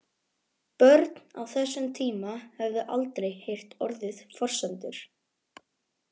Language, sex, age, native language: Icelandic, male, 18-19, Icelandic